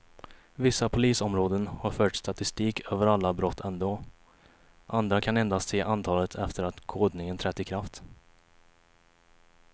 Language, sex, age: Swedish, male, 21